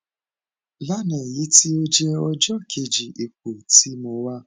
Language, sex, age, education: Yoruba, male, 15-29, tertiary